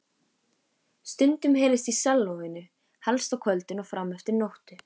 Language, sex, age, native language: Icelandic, female, 14, Icelandic